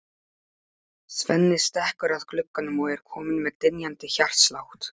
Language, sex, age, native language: Icelandic, male, 12, Polish